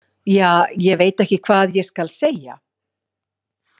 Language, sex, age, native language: Icelandic, female, 40-49, Icelandic